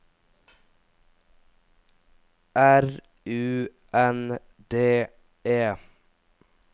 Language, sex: Norwegian, male